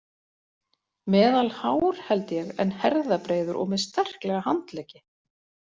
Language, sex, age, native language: Icelandic, female, 40-49, Icelandic